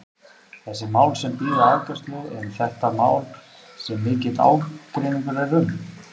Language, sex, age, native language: Icelandic, male, 30-39, Icelandic